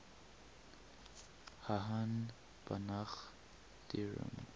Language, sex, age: English, male, 18